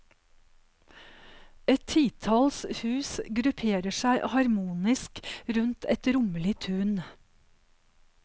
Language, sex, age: Norwegian, female, 52